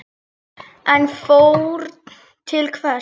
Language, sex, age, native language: Icelandic, female, 8, Icelandic